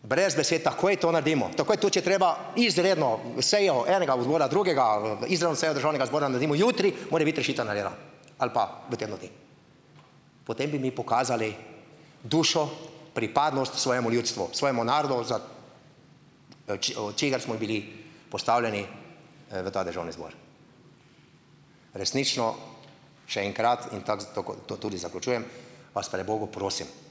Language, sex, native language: Slovenian, male, Slovenian